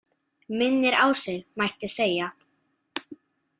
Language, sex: Icelandic, female